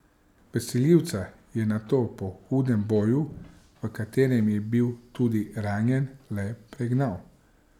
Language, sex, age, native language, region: Slovenian, male, 30-49, Slovenian, Savinja region